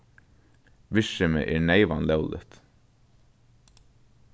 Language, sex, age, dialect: Faroese, male, 15-35, Norðurstreymoy/Eysturoy